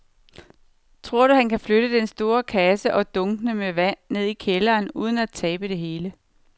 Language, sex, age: Danish, female, 49